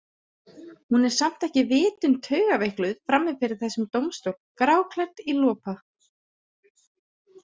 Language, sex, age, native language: Icelandic, female, 30-39, Icelandic